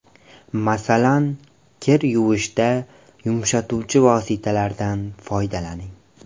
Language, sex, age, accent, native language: Uzbek, male, 18-24, Andijon, Uzbek